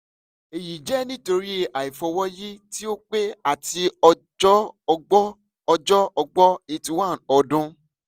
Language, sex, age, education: Yoruba, male, 15-29, secondary